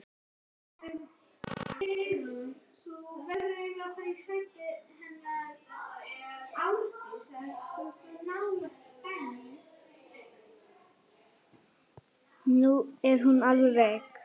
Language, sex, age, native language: Icelandic, female, 9, Icelandic